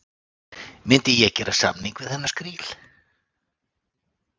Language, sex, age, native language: Icelandic, male, 60-69, Icelandic